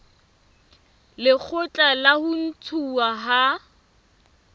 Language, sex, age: Southern Sotho, female, 21